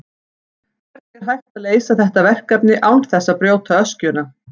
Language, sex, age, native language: Icelandic, female, 40-49, Icelandic